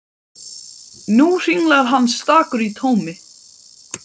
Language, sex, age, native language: Icelandic, male, 12, Icelandic